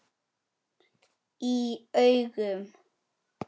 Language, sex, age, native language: Icelandic, male, 9, Icelandic